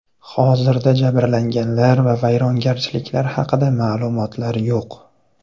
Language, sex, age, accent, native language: Uzbek, male, 18-24, Farg'ona, Uzbek